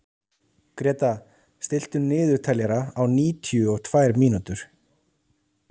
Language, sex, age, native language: Icelandic, male, 30-39, Icelandic